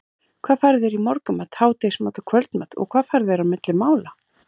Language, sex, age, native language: Icelandic, female, 40-49, Icelandic